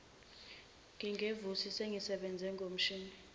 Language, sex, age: Zulu, female, 21